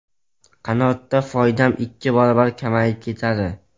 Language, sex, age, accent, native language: Uzbek, male, 12-17, Jizzax, Uzbek